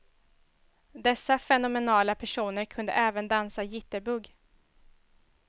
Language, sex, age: Swedish, female, 21